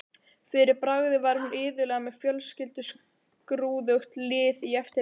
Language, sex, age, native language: Icelandic, male, 12, Icelandic